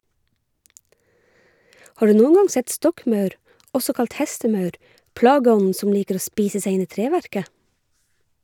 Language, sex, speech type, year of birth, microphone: Norwegian, female, read, 1969, Shure